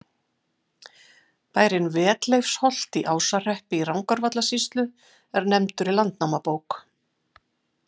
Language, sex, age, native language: Icelandic, female, 50-59, Icelandic